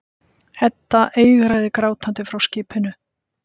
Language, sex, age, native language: Icelandic, female, 50-59, Icelandic